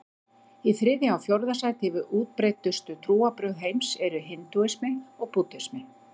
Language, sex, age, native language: Icelandic, female, 50-59, Icelandic